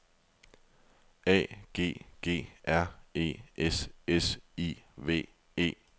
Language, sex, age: Danish, male, 24